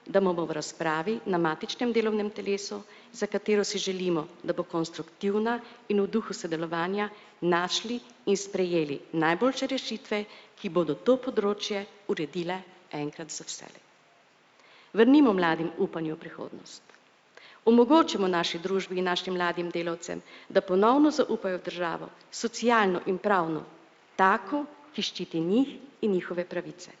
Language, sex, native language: Slovenian, female, Slovenian